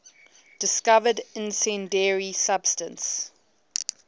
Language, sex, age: English, female, 19